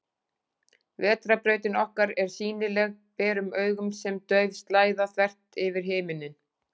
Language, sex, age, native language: Icelandic, female, 40-49, Icelandic